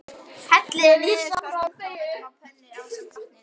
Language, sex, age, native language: Icelandic, female, 11, Icelandic